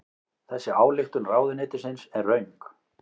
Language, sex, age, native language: Icelandic, male, 18-19, Icelandic